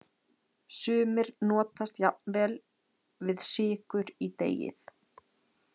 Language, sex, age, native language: Icelandic, female, 30-39, Icelandic